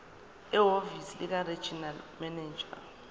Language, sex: Zulu, female